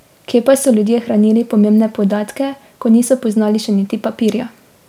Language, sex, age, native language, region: Slovenian, female, 18-29, Slovenian, Drava region